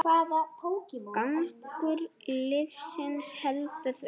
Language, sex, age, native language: Icelandic, female, 8, Icelandic